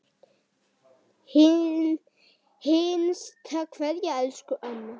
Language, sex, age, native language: Icelandic, female, 8, Icelandic